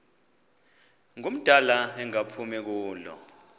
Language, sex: Xhosa, male